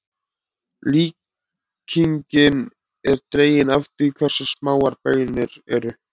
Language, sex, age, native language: Icelandic, male, 20-29, Icelandic